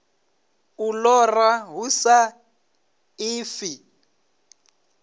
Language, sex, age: Venda, male, 26